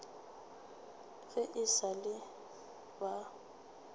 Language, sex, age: Northern Sotho, female, 27